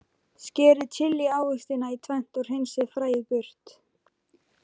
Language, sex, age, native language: Icelandic, female, 15, Icelandic